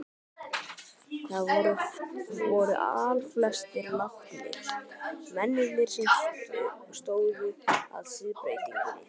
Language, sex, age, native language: Icelandic, male, 12, Icelandic